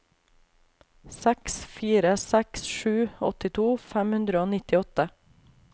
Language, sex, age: Norwegian, female, 28